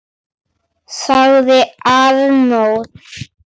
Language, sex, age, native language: Icelandic, female, 8, Icelandic